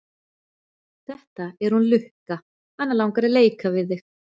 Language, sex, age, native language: Icelandic, female, 40-49, Icelandic